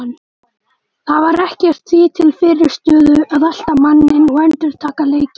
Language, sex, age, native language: Icelandic, male, 18-19, Icelandic